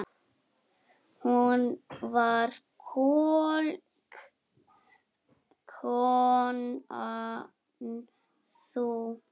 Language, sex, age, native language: Icelandic, male, 6, Icelandic